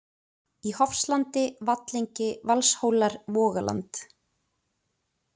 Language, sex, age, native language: Icelandic, female, 20-29, Icelandic